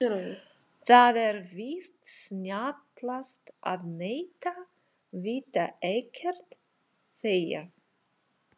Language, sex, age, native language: Icelandic, female, 40-49, Russian